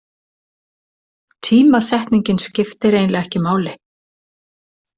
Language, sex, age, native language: Icelandic, female, 60-69, Icelandic